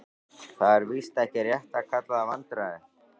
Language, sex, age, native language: Icelandic, male, 13, Icelandic